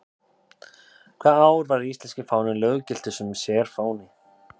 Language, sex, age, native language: Icelandic, male, 30-39, Icelandic